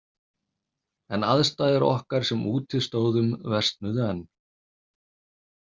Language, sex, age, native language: Icelandic, male, 30-39, Icelandic